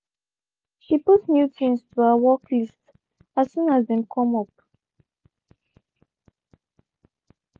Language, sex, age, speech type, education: Nigerian Pidgin, female, 15-29, spontaneous, tertiary